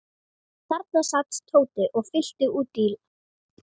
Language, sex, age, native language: Icelandic, female, 13, Icelandic